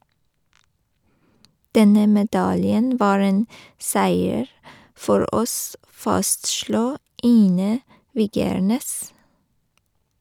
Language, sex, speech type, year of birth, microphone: Norwegian, female, read, 1985, Shure